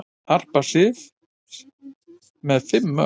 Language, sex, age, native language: Icelandic, male, 50-59, Icelandic